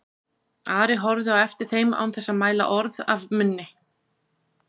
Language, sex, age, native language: Icelandic, female, 40-49, Icelandic